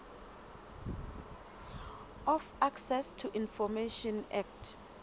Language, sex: Southern Sotho, female